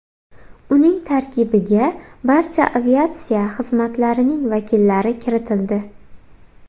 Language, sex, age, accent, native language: Uzbek, female, 18-24, Xorazm, Uzbek